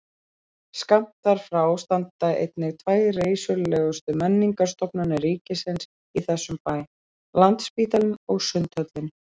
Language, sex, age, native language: Icelandic, female, 30-39, Icelandic